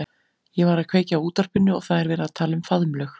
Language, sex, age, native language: Icelandic, female, 40-49, Icelandic